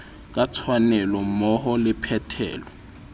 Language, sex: Southern Sotho, male